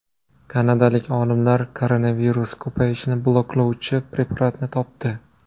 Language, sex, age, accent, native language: Uzbek, male, 25-34, Namangan, Uzbek